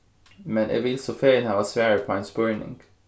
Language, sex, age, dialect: Faroese, male, 15-35, Suðurstreymoy